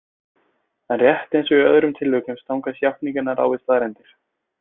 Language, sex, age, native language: Icelandic, male, 20-29, Icelandic